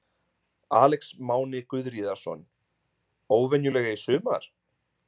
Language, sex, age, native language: Icelandic, male, 20-29, Icelandic